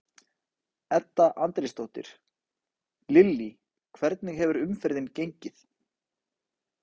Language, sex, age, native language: Icelandic, male, 30-39, Icelandic